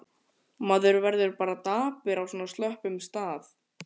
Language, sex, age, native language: Icelandic, male, 14, Icelandic